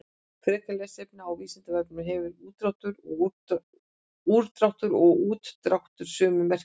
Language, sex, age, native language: Icelandic, female, 60-69, Icelandic